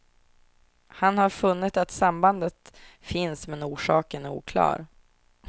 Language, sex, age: Swedish, female, 24